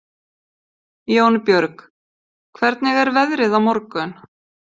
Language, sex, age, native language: Icelandic, female, 50-59, Icelandic